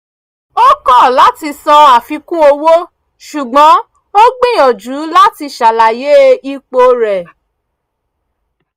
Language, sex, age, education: Yoruba, female, 30-45, tertiary